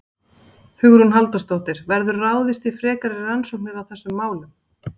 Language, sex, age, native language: Icelandic, female, 40-49, Icelandic